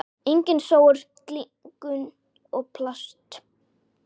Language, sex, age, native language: Icelandic, male, 10, Icelandic